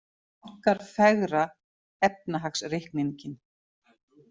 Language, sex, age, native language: Icelandic, female, 50-59, Icelandic